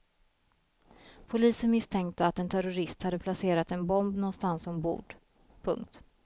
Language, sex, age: Swedish, female, 33